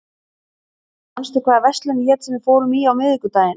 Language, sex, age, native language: Icelandic, female, 30-39, Icelandic